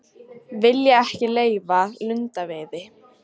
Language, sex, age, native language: Icelandic, female, 40-49, Icelandic